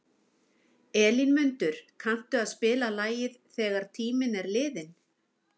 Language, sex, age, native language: Icelandic, female, 50-59, Icelandic